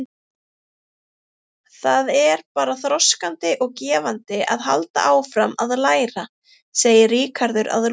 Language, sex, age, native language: Icelandic, female, 30-39, Icelandic